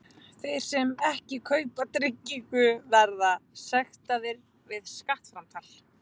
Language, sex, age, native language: Icelandic, female, 20-29, Icelandic